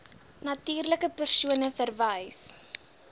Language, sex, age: Afrikaans, female, 20